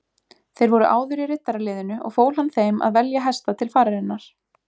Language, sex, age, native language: Icelandic, female, 20-29, Icelandic